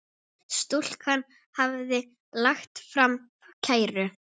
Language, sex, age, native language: Icelandic, female, 8, Icelandic